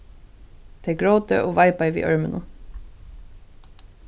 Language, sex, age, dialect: Faroese, female, 15-35, Suðurstreymoy